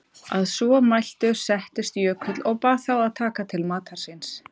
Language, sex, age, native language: Icelandic, female, 30-39, Icelandic